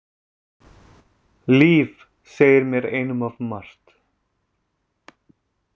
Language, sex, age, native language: Icelandic, male, 30-39, Icelandic